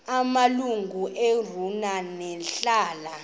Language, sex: Xhosa, female